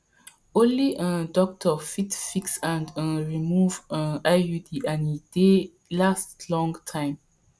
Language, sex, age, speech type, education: Nigerian Pidgin, female, 30-45, spontaneous, tertiary